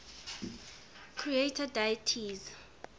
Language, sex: English, female